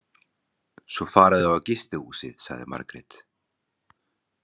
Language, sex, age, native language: Icelandic, male, 30-39, Icelandic